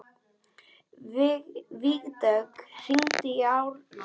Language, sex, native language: Icelandic, male, Icelandic